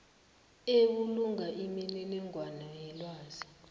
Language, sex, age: South Ndebele, female, 19